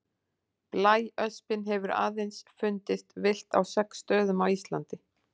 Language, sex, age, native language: Icelandic, female, 40-49, Icelandic